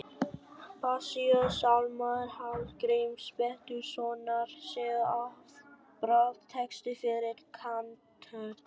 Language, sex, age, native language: Icelandic, male, 11, Vietnamese